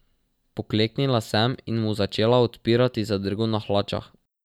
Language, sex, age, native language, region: Slovenian, male, 12-17, Slovenian, Drava region